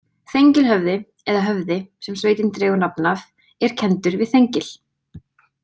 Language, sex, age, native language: Icelandic, female, 20-29, Icelandic